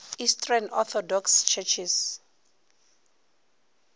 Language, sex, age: Northern Sotho, female, 24